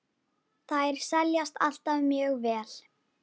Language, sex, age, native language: Icelandic, female, 10, Icelandic